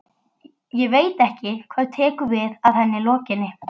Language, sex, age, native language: Icelandic, female, 12, Icelandic